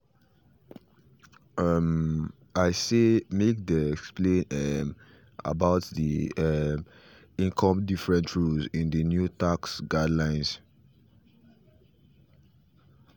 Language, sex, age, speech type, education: Nigerian Pidgin, male, 15-29, spontaneous, tertiary